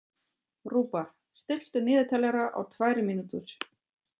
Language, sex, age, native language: Icelandic, female, 30-39, German